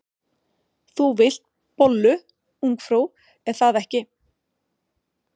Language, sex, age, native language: Icelandic, female, 40-49, Swedish